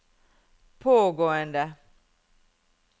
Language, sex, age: Norwegian, female, 51